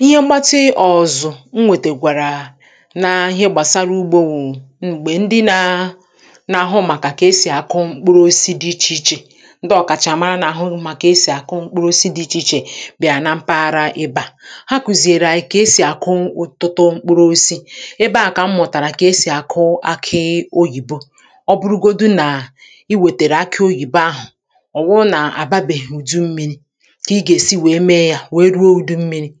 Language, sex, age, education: Igbo, female, 30-45, tertiary